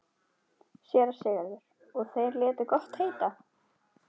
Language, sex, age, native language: Icelandic, female, 12, Icelandic